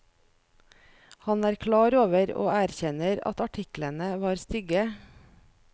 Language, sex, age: Norwegian, female, 41